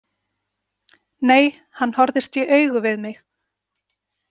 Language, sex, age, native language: Icelandic, female, 40-49, Icelandic